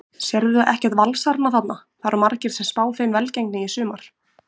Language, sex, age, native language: Icelandic, female, 20-29, Icelandic